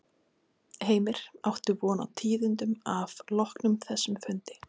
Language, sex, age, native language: Icelandic, female, 30-39, Icelandic